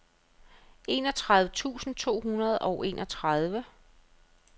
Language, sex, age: Danish, female, 35